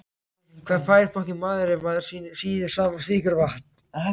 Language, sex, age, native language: Icelandic, other, 18-19, Icelandic